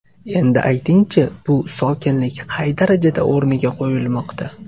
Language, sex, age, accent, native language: Uzbek, male, 18-24, Toshkent viloyati, Uzbek